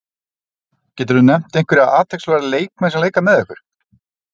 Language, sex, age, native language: Icelandic, male, 30-39, Icelandic